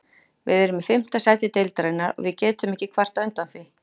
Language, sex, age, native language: Icelandic, female, 40-49, Icelandic